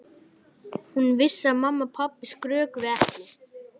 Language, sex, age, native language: Icelandic, male, 11, Icelandic